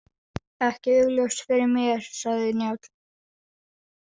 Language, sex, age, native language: Icelandic, female, 40-49, Danish